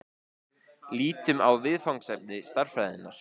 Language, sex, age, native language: Icelandic, male, 16, Icelandic